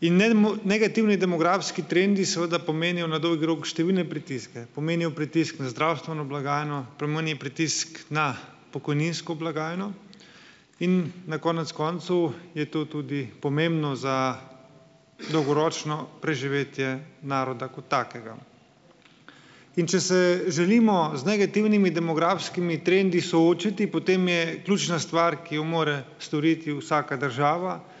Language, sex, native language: Slovenian, male, Slovenian